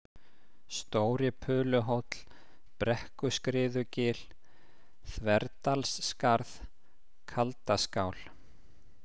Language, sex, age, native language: Icelandic, male, 50-59, Icelandic